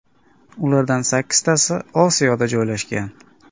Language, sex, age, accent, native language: Uzbek, male, 18-24, Andijon, Uzbek